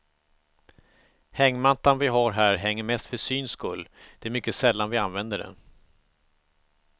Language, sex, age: Swedish, male, 45